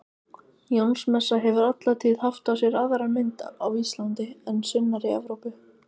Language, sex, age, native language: Icelandic, female, 18-19, Icelandic